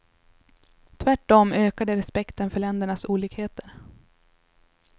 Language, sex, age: Swedish, female, 21